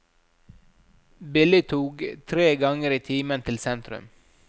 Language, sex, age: Norwegian, male, 37